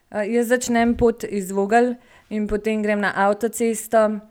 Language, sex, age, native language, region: Slovenian, female, 18-29, Slovenian, Gorenjska region